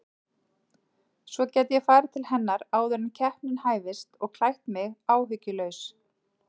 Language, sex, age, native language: Icelandic, female, 40-49, Icelandic